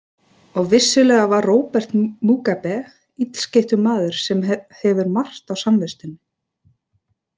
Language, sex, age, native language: Icelandic, female, 30-39, Icelandic